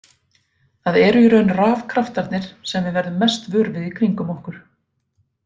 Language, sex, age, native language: Icelandic, female, 40-49, Icelandic